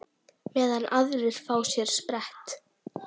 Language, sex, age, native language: Icelandic, female, 10, Icelandic